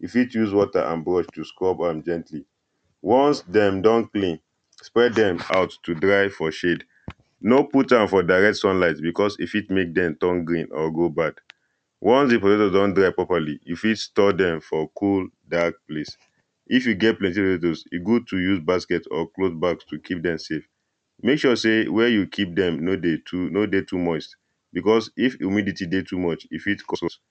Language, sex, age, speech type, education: Nigerian Pidgin, male, 15-29, spontaneous, primary